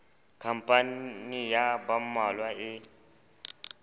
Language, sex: Southern Sotho, male